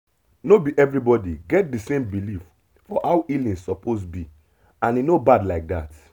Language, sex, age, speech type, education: Nigerian Pidgin, male, 30-45, spontaneous, tertiary